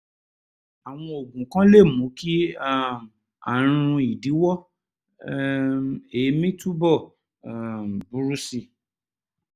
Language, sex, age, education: Yoruba, male, 30-45, tertiary